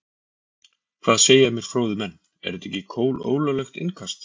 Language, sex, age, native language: Icelandic, male, 40-49, Icelandic